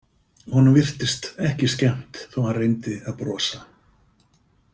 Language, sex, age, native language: Icelandic, male, 50-59, Icelandic